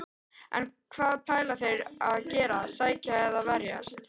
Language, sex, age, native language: Icelandic, female, 13, Icelandic